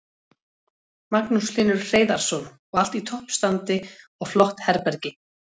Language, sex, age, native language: Icelandic, female, 40-49, Icelandic